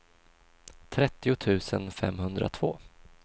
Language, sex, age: Swedish, male, 26